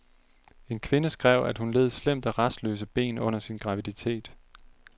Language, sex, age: Danish, male, 30